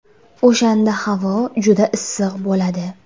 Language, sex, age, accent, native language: Uzbek, female, 18-24, Jizzax, Uzbek